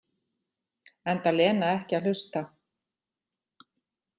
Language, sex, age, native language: Icelandic, female, 40-49, Icelandic